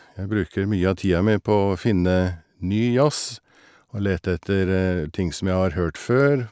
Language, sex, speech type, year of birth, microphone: Norwegian, male, spontaneous, 1961, Shure